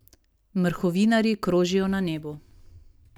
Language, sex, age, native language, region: Slovenian, female, 30-49, Slovenian, Savinja region